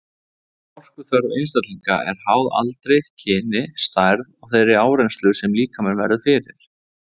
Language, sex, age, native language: Icelandic, male, 20-29, Icelandic